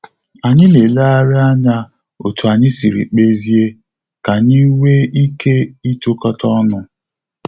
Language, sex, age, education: Igbo, male, 30-45, tertiary